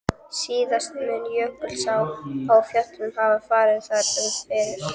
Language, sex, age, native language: Icelandic, female, 12, Icelandic